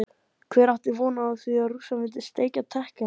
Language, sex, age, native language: Icelandic, male, 14, Icelandic